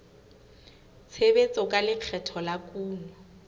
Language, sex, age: Southern Sotho, female, 18